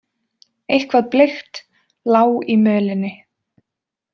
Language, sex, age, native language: Icelandic, female, 20-29, Icelandic